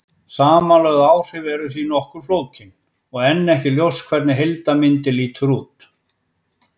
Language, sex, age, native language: Icelandic, male, 50-59, Icelandic